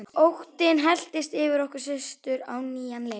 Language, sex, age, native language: Icelandic, female, 11, Icelandic